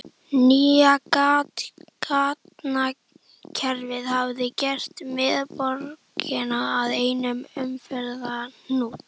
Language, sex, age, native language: Icelandic, female, 11, Icelandic